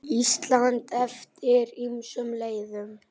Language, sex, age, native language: Icelandic, male, 8, Icelandic